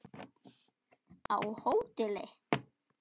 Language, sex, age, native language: Icelandic, male, 9, Icelandic